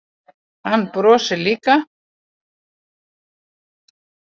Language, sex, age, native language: Icelandic, female, 80-89, Icelandic